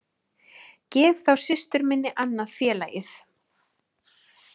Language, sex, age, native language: Icelandic, female, 30-39, Icelandic